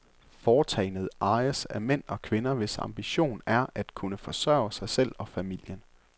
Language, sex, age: Danish, male, 24